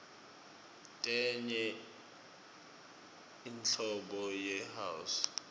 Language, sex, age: Swati, male, 25